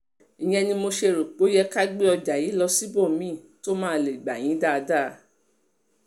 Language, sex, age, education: Yoruba, female, 30-45, tertiary